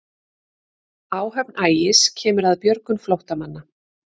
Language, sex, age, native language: Icelandic, female, 50-59, Icelandic